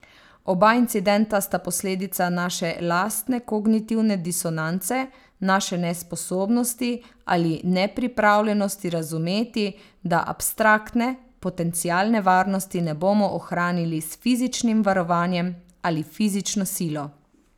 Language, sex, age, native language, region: Slovenian, female, 30-49, Slovenian, Savinja region